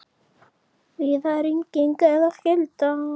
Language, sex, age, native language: Icelandic, female, 30-39, Icelandic